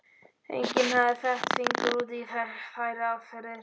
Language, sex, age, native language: Icelandic, male, 12, Icelandic